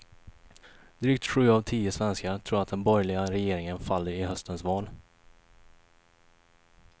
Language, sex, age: Swedish, male, 21